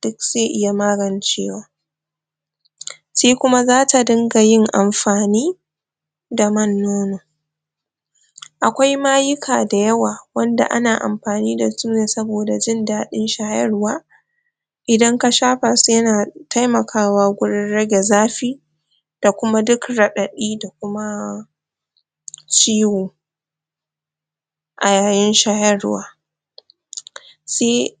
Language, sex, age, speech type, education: Hausa, female, 46-60, spontaneous, tertiary